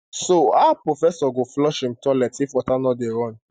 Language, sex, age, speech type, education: Nigerian Pidgin, male, 15-29, spontaneous, tertiary